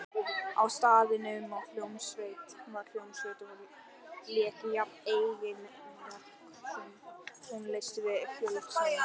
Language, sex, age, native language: Icelandic, female, 18-19, Icelandic